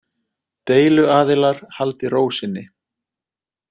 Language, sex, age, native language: Icelandic, male, 30-39, Icelandic